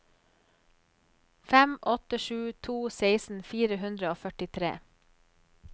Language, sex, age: Norwegian, female, 34